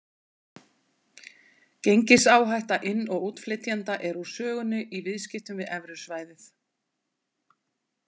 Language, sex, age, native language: Icelandic, female, 40-49, Icelandic